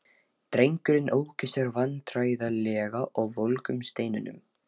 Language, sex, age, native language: Icelandic, male, 13, Lithuanian